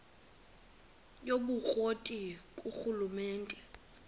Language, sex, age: Xhosa, female, 23